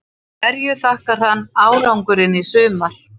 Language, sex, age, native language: Icelandic, female, 60-69, Icelandic